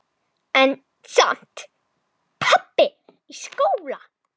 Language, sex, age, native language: Icelandic, female, 10, Icelandic